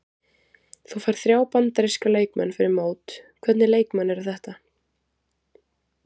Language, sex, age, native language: Icelandic, female, 20-29, Icelandic